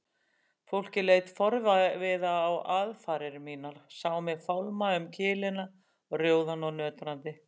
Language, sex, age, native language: Icelandic, female, 60-69, Icelandic